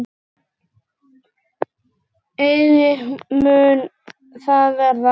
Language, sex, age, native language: Icelandic, male, 8, Icelandic